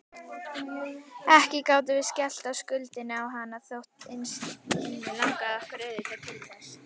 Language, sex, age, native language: Icelandic, female, 18-19, Icelandic